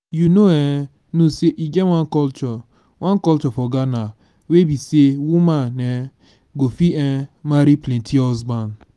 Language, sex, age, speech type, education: Nigerian Pidgin, male, 15-29, spontaneous, tertiary